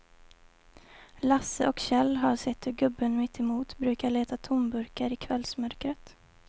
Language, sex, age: Swedish, female, 20